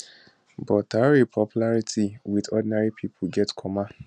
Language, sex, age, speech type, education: Nigerian Pidgin, male, 15-29, spontaneous, tertiary